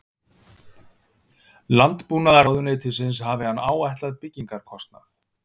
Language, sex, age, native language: Icelandic, male, 50-59, Icelandic